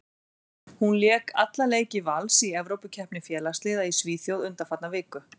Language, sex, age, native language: Icelandic, female, 40-49, Icelandic